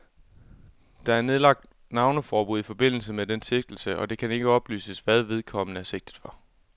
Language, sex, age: Danish, male, 24